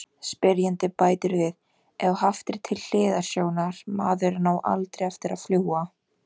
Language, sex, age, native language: Icelandic, female, 18-19, Icelandic